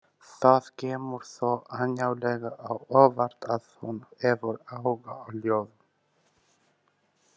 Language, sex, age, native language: Icelandic, male, 18-19, Albanian